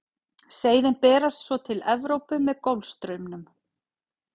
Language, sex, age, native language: Icelandic, female, 40-49, Icelandic